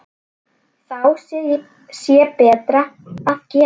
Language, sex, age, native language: Icelandic, female, 10, Icelandic